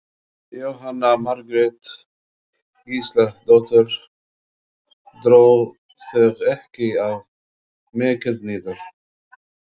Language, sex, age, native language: Icelandic, male, 40-49, Arabic